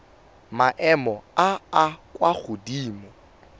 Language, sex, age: Tswana, male, 18